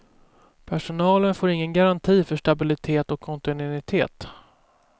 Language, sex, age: Swedish, male, 24